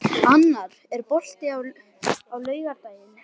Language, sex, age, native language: Icelandic, male, 12, Icelandic